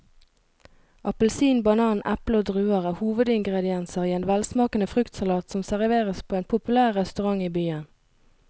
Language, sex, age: Norwegian, female, 22